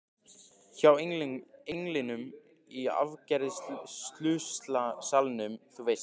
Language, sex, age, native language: Icelandic, male, 15, Icelandic